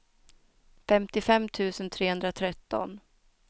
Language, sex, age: Swedish, female, 29